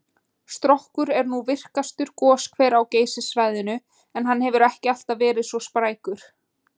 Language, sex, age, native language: Icelandic, female, 20-29, Icelandic